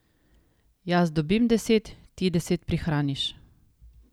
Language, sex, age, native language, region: Slovenian, female, 30-49, Slovenian, Savinja region